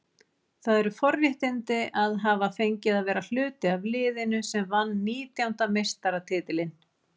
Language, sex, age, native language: Icelandic, female, 40-49, Icelandic